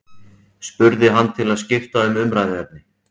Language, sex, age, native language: Icelandic, male, 40-49, Icelandic